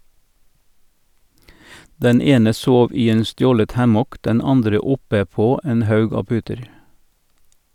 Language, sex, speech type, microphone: Norwegian, male, read, Sennheiser